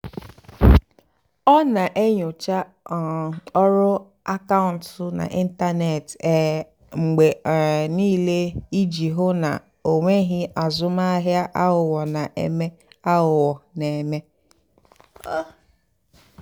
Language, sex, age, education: Igbo, female, 15-29, tertiary